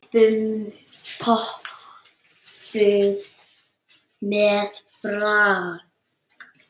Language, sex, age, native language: Icelandic, female, 8, Icelandic